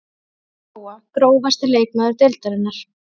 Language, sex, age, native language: Icelandic, female, 30-39, Icelandic